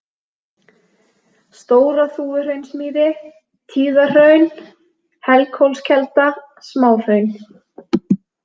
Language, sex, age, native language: Icelandic, female, 20-29, Icelandic